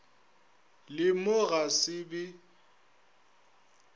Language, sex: Northern Sotho, male